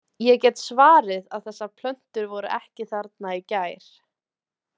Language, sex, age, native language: Icelandic, female, 20-29, Icelandic